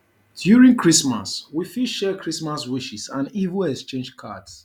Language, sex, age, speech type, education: Nigerian Pidgin, male, 30-45, spontaneous, tertiary